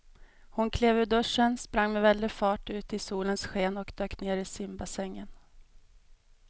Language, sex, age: Swedish, female, 32